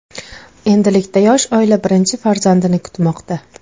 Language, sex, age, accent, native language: Uzbek, female, 18-24, Farg'ona, Uzbek